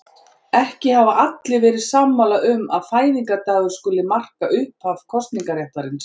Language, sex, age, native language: Icelandic, female, 40-49, Icelandic